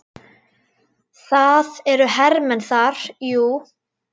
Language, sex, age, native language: Icelandic, female, 10, Icelandic